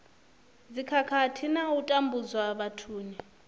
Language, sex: Venda, female